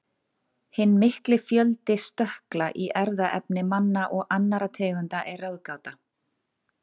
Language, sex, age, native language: Icelandic, female, 40-49, Icelandic